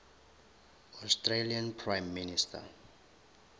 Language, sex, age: Northern Sotho, male, 23